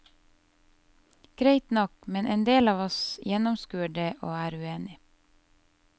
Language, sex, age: Norwegian, female, 30